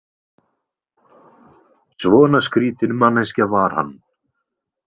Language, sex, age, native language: Icelandic, male, 20-29, Icelandic